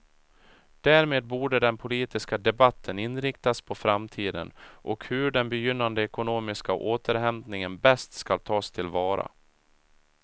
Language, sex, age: Swedish, male, 37